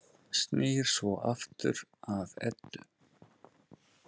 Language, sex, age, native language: Icelandic, male, 40-49, Icelandic